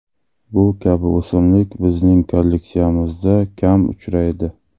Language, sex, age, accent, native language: Uzbek, male, 35+, Qashqadaryo, Uzbek